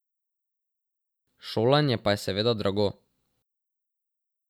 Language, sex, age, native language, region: Slovenian, male, 12-17, Slovenian, Drava region